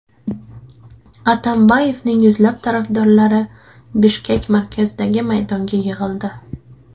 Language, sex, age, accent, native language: Uzbek, female, 18-24, Toshkent shahri, Uzbek